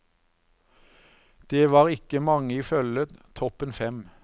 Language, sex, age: Norwegian, male, 54